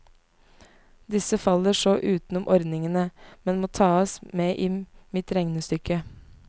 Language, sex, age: Norwegian, female, 19